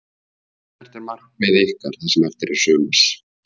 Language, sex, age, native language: Icelandic, male, 50-59, Icelandic